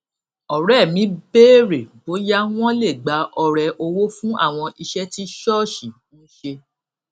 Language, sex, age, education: Yoruba, female, 46-60, tertiary